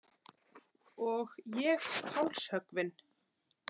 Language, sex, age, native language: Icelandic, female, 30-39, Icelandic